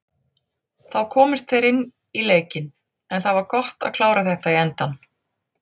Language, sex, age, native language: Icelandic, female, 40-49, Icelandic